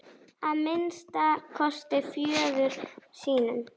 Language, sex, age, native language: Icelandic, female, 10, Icelandic